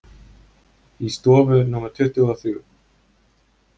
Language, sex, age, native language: Icelandic, male, 20-29, Icelandic